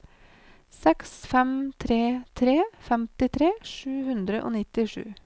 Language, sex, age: Norwegian, female, 28